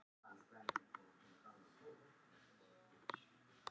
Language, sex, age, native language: Icelandic, male, 50-59, Icelandic